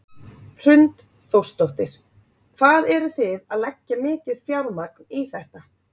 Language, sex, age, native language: Icelandic, female, 30-39, Icelandic